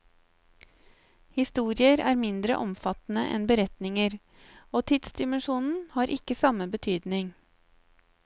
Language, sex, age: Norwegian, female, 35